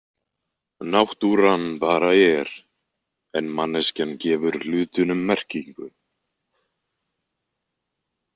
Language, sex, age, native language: Icelandic, male, 20-29, Icelandic